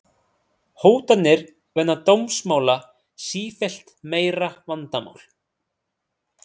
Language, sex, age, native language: Icelandic, male, 30-39, Icelandic